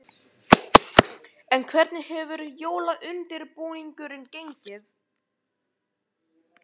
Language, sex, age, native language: Icelandic, male, 11, Icelandic